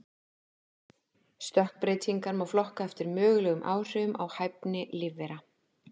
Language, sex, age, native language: Icelandic, female, 50-59, Icelandic